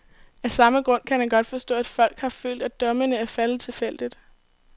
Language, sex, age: Danish, female, 18